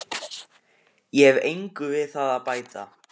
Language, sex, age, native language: Icelandic, male, 15, Icelandic